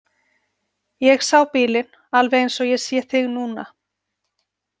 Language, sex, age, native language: Icelandic, female, 40-49, Icelandic